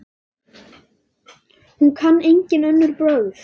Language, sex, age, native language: Icelandic, female, 10, Icelandic